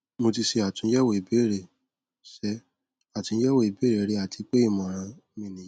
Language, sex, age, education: Yoruba, male, 15-29, tertiary